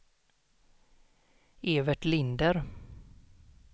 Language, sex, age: Swedish, male, 32